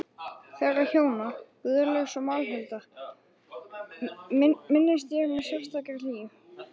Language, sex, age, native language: Icelandic, male, 11, Icelandic